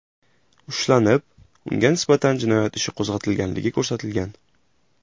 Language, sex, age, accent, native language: Uzbek, male, 18-24, Jizzax, Uzbek